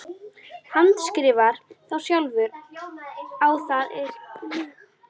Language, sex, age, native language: Icelandic, female, 11, Icelandic